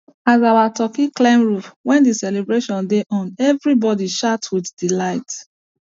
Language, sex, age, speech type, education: Nigerian Pidgin, female, 30-45, spontaneous, tertiary